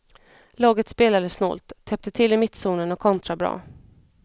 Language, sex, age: Swedish, female, 34